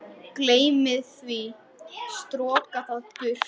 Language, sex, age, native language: Icelandic, male, 10, Icelandic